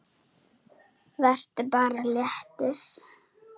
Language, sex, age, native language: Icelandic, female, 9, Icelandic